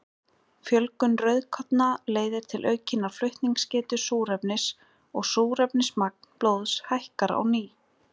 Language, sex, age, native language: Icelandic, female, 20-29, Icelandic